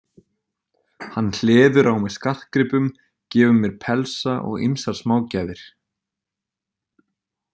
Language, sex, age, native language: Icelandic, male, 20-29, Icelandic